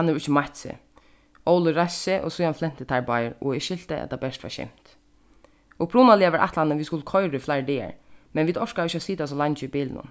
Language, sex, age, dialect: Faroese, female, 15-35, Suðurstreymoy